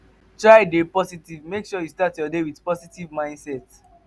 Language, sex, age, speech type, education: Nigerian Pidgin, male, 15-29, spontaneous, tertiary